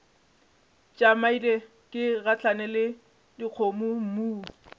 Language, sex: Northern Sotho, female